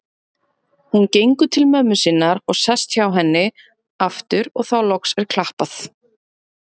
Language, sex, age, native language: Icelandic, female, 30-39, Icelandic